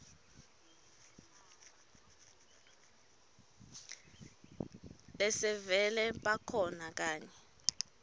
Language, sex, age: Swati, female, 23